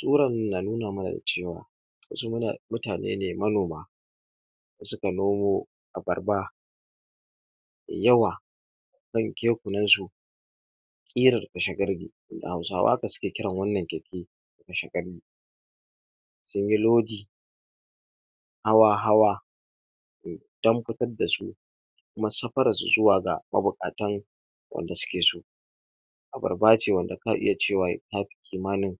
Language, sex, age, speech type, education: Hausa, male, 15-29, spontaneous, tertiary